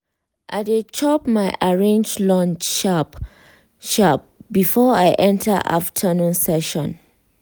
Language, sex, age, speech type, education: Nigerian Pidgin, female, 15-29, spontaneous, tertiary